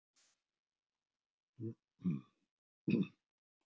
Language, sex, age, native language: Icelandic, male, 70-79, Icelandic